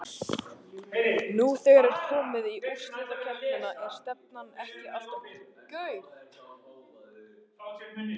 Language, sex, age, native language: Icelandic, male, 18-19, Icelandic